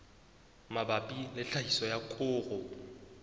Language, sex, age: Southern Sotho, male, 20